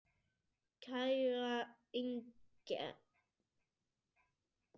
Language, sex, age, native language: Icelandic, male, 7, Icelandic